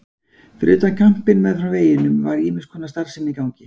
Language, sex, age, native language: Icelandic, male, 40-49, Icelandic